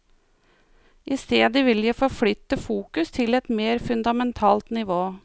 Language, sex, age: Norwegian, female, 49